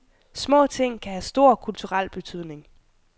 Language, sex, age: Danish, female, 21